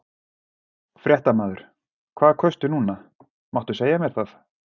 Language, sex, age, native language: Icelandic, male, 40-49, Icelandic